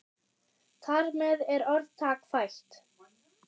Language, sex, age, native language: Icelandic, female, 8, German